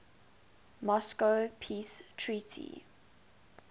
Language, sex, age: English, female, 19